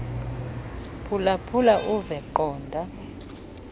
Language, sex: Xhosa, female